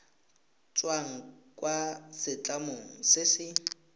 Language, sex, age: Tswana, male, 18